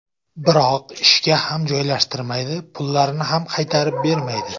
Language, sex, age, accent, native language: Uzbek, male, 19-29, Samarqand, Uzbek